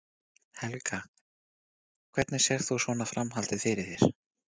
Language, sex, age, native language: Icelandic, male, 40-49, Icelandic